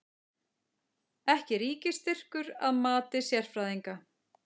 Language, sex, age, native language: Icelandic, female, 40-49, Icelandic